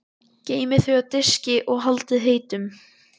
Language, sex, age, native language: Icelandic, male, 12, Icelandic